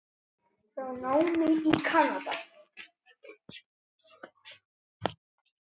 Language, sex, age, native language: Icelandic, male, 9, Icelandic